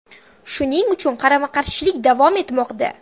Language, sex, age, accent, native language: Uzbek, female, 12-17, Samarqand, Uzbek